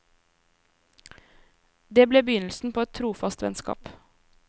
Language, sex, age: Norwegian, female, 23